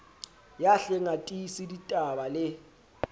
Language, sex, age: Southern Sotho, male, 20